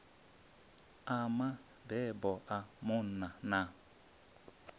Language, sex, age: Venda, male, 27